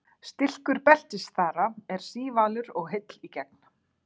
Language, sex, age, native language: Icelandic, female, 40-49, Icelandic